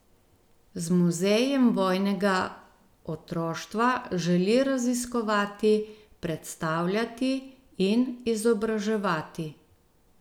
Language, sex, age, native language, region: Slovenian, female, 50-59, Slovenian, Gorenjska region